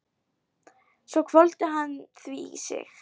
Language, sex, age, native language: Icelandic, female, 11, Polish